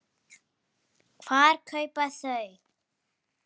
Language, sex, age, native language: Icelandic, female, 30-39, Icelandic